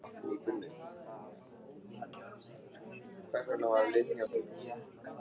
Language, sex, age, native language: Icelandic, male, 13, Icelandic